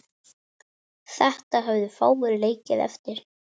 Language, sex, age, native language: Icelandic, female, 10, Icelandic